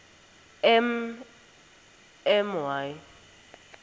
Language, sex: Swati, female